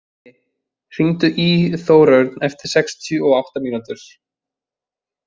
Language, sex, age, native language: Icelandic, male, 20-29, Icelandic